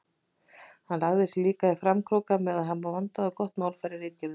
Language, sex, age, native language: Icelandic, female, 20-29, Icelandic